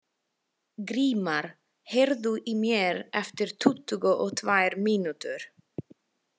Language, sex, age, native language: Icelandic, female, 20-29, Italian